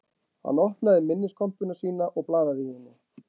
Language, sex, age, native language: Icelandic, male, 40-49, Icelandic